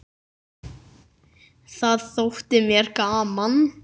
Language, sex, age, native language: Icelandic, male, 9, Icelandic